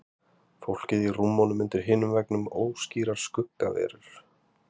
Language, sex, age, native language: Icelandic, male, 30-39, Icelandic